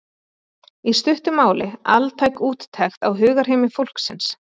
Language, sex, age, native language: Icelandic, female, 30-39, Icelandic